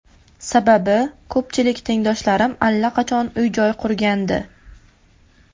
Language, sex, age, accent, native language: Uzbek, female, 19-29, Farg'ona, Uzbek